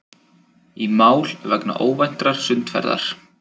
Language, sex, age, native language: Icelandic, male, 20-29, Icelandic